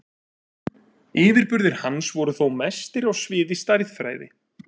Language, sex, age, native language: Icelandic, male, 30-39, Icelandic